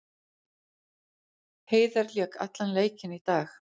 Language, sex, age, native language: Icelandic, female, 40-49, Icelandic